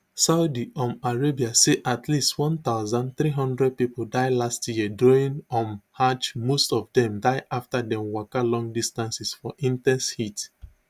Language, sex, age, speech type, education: Nigerian Pidgin, male, 30-45, spontaneous, tertiary